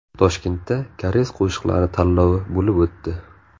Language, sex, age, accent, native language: Uzbek, male, 18-24, Navoiy, Uzbek